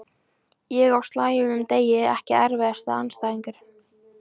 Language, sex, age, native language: Icelandic, female, 14, Icelandic